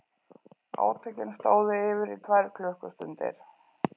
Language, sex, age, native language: Icelandic, female, 40-49, Icelandic